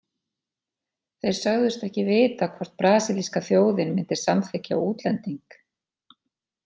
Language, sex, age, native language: Icelandic, female, 40-49, Icelandic